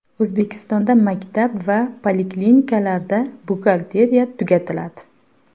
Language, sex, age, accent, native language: Uzbek, female, 19-29, Farg'ona, Uzbek